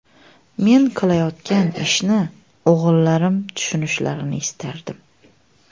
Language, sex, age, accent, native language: Uzbek, female, 25-34, Xorazm, Uzbek